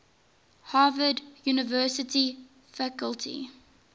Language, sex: English, female